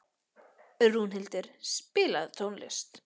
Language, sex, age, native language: Icelandic, female, 14, Icelandic